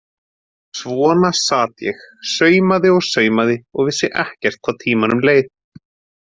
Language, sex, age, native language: Icelandic, male, 20-29, Icelandic